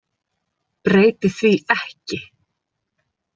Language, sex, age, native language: Icelandic, female, 30-39, Icelandic